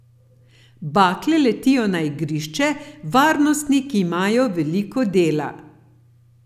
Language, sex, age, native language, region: Slovenian, female, 50-59, Slovenian, Gorenjska region